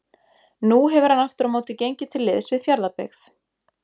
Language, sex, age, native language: Icelandic, female, 20-29, Icelandic